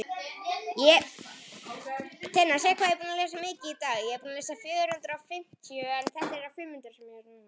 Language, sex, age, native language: Icelandic, male, 9, Icelandic